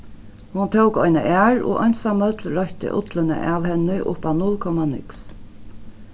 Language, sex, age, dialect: Faroese, female, 36-60, Norðuroyggjar